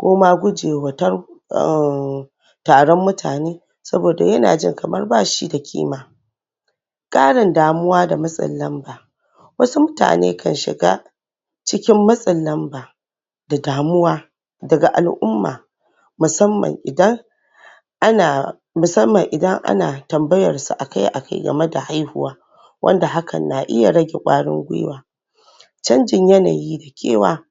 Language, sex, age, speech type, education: Hausa, female, 15-29, spontaneous, tertiary